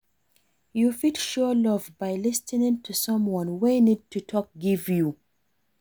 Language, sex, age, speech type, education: Nigerian Pidgin, female, 46-60, read, tertiary